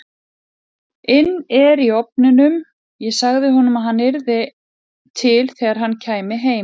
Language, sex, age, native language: Icelandic, female, 40-49, Icelandic